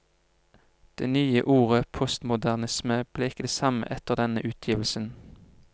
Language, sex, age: Norwegian, male, 25